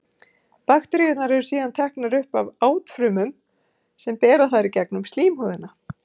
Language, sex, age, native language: Icelandic, female, 50-59, Icelandic